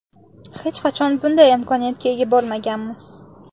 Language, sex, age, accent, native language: Uzbek, female, 18-24, Samarqand, Uzbek